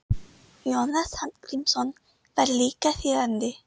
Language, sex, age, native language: Icelandic, female, 30-39, Icelandic